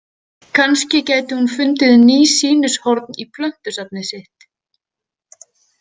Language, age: Icelandic, 18-19